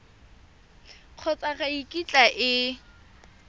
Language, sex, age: Tswana, female, 23